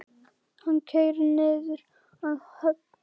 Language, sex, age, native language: Icelandic, male, 10, Icelandic